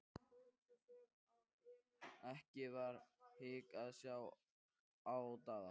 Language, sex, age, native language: Icelandic, male, 13, Icelandic